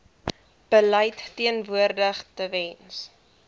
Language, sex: Afrikaans, female